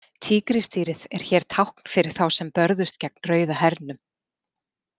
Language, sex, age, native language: Icelandic, female, 40-49, Icelandic